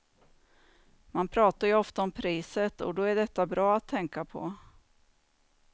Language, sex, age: Swedish, female, 49